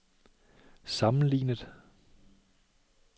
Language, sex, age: Danish, male, 37